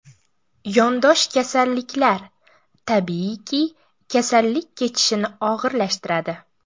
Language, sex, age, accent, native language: Uzbek, female, 18-24, Buxoro, Uzbek